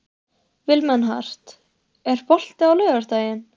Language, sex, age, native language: Icelandic, female, 13, Icelandic